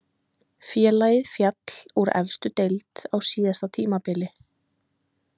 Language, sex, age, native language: Icelandic, female, 20-29, Icelandic